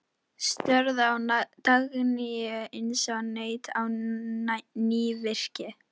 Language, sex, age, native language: Icelandic, female, 13, Icelandic